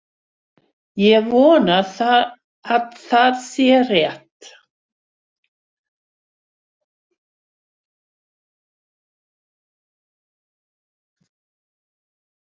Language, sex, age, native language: Icelandic, female, 60-69, Swedish